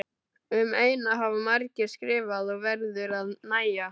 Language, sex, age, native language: Icelandic, male, 12, Icelandic